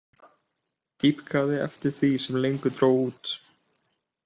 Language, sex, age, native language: Icelandic, male, 18-19, Icelandic